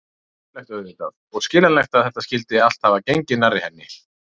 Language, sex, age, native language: Icelandic, male, 30-39, Icelandic